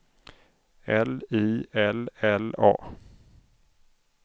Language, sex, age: Swedish, male, 31